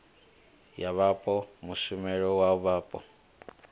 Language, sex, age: Venda, male, 25